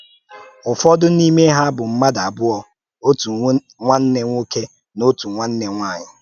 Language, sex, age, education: Igbo, male, 30-45, tertiary